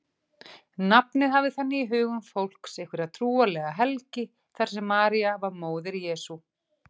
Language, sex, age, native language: Icelandic, female, 40-49, Icelandic